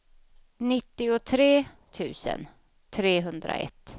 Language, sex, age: Swedish, female, 31